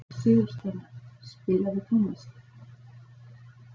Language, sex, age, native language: Icelandic, female, 40-49, Icelandic